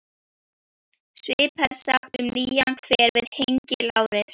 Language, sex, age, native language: Icelandic, female, 12, Icelandic